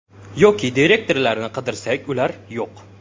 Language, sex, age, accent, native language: Uzbek, male, 18-24, Toshkent viloyati, Uzbek